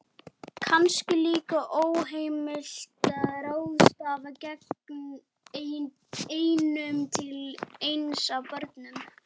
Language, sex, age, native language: Icelandic, male, 12, Icelandic